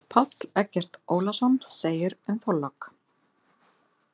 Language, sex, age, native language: Icelandic, female, 50-59, Icelandic